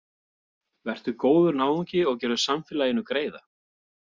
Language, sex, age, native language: Icelandic, male, 40-49, Icelandic